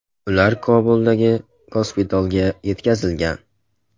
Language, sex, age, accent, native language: Uzbek, male, 18-24, Farg'ona, Uzbek